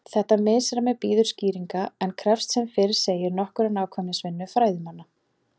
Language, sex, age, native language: Icelandic, female, 40-49, Icelandic